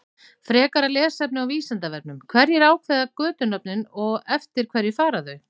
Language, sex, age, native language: Icelandic, female, 40-49, Icelandic